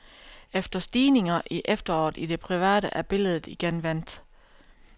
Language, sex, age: Danish, female, 32